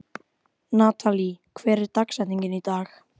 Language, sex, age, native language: Icelandic, female, 12, Icelandic